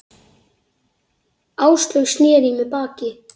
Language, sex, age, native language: Icelandic, female, 8, Icelandic